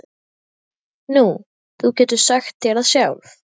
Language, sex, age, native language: Icelandic, female, 12, Icelandic